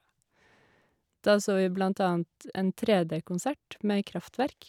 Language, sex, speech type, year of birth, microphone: Norwegian, female, spontaneous, 1986, Shure